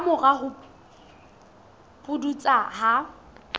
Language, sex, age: Southern Sotho, female, 20